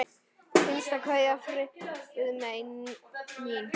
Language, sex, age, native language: Icelandic, male, 9, Icelandic